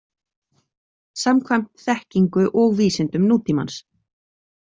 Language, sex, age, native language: Icelandic, female, 40-49, Icelandic